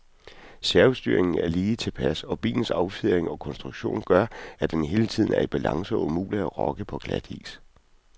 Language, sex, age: Danish, male, 41